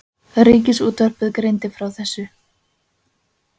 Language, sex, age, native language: Icelandic, female, 20-29, Icelandic